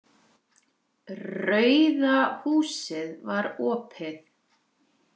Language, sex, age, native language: Icelandic, female, 40-49, Icelandic